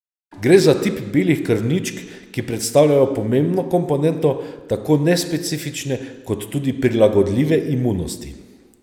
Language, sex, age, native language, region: Slovenian, male, 30-49, Slovenian, Savinja region